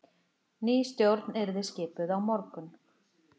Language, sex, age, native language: Icelandic, female, 50-59, Icelandic